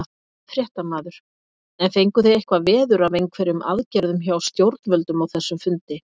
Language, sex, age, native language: Icelandic, female, 50-59, Icelandic